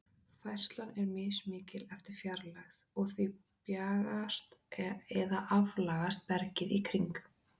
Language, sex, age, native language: Icelandic, female, 20-29, Icelandic